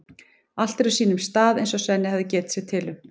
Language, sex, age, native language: Icelandic, female, 40-49, Icelandic